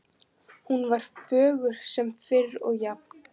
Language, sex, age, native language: Icelandic, female, 15, Icelandic